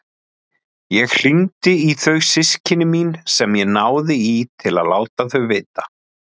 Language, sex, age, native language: Icelandic, male, 30-39, Icelandic